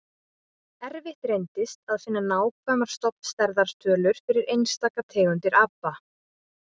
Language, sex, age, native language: Icelandic, female, 20-29, Icelandic